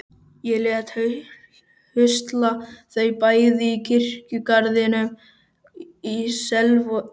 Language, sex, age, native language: Icelandic, male, 12, Icelandic